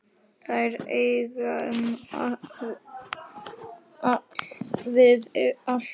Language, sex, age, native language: Icelandic, male, 9, Icelandic